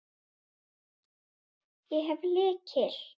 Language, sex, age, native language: Icelandic, female, 7, Icelandic